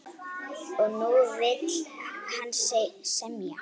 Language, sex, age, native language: Icelandic, female, 8, Icelandic